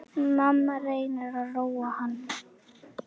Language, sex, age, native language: Icelandic, female, 10, Icelandic